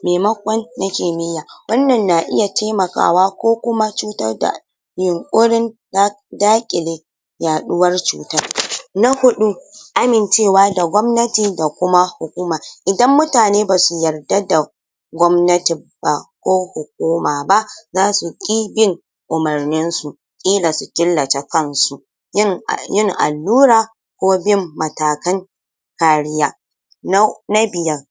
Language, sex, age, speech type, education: Hausa, female, 60+, spontaneous, tertiary